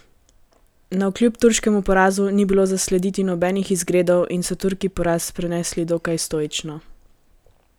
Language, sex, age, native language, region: Slovenian, female, 18-29, Slovenian, Gorenjska region